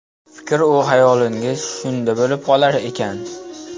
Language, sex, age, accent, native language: Uzbek, male, 12-17, Namangan, Uzbek